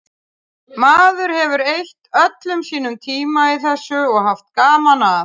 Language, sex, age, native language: Icelandic, female, 30-39, Icelandic